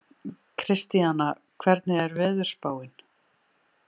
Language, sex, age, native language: Icelandic, female, 40-49, Icelandic